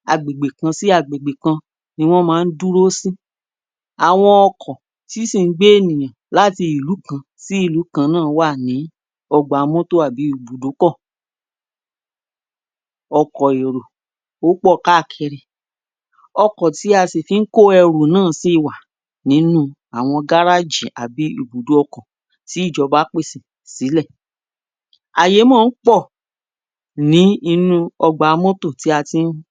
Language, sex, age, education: Yoruba, female, 46-60, tertiary